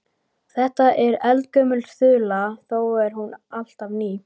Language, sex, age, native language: Icelandic, male, 12, Icelandic